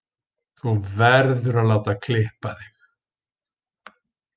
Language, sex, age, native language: Icelandic, male, 50-59, Icelandic